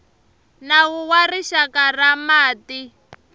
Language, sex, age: Tsonga, female, 23